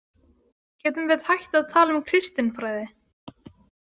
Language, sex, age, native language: Icelandic, female, 18-19, Icelandic